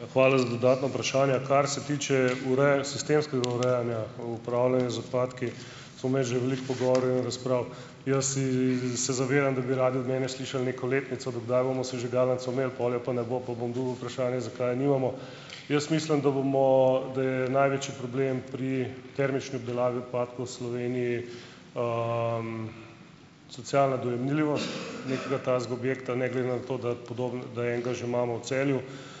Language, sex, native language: Slovenian, male, Slovenian